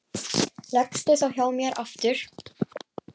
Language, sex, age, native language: Icelandic, female, 10, Icelandic